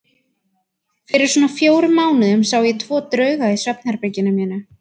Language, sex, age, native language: Icelandic, female, 20-29, Icelandic